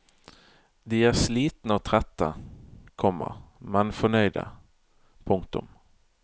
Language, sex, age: Norwegian, male, 31